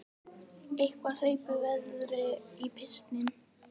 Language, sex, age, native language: Icelandic, female, 18-19, Icelandic